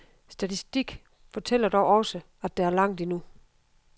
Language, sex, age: Danish, female, 52